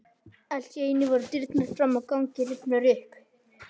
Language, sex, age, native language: Icelandic, other, 12, Icelandic